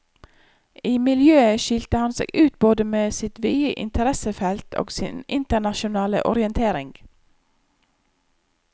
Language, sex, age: Norwegian, female, 34